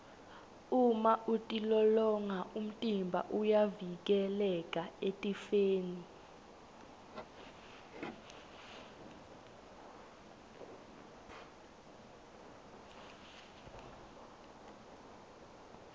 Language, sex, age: Swati, female, 20